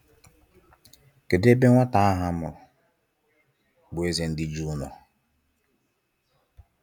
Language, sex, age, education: Igbo, male, 15-29, tertiary